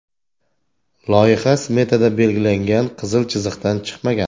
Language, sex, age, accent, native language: Uzbek, male, 40-49, Toshkent viloyati, Uzbek